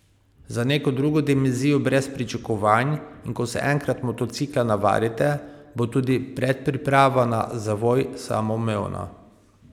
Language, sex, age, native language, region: Slovenian, male, 30-49, Slovenian, Pomurje region